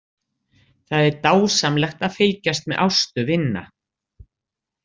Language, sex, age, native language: Icelandic, female, 60-69, Icelandic